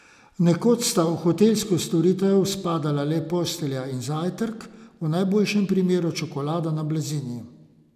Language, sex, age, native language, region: Slovenian, male, 50-59, Slovenian, Savinja region